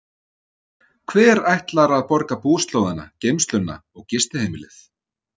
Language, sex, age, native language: Icelandic, male, 30-39, Icelandic